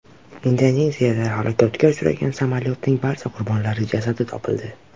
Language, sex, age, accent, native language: Uzbek, male, under 19, Toshkent shahri, Uzbek